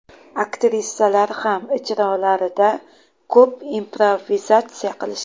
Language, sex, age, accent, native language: Uzbek, female, 35+, Toshkent shahri, Uzbek